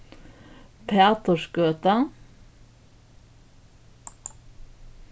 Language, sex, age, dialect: Faroese, female, 61+, Norðuroyggjar